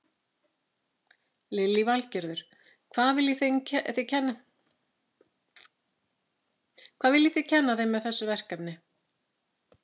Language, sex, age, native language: Icelandic, female, 50-59, Icelandic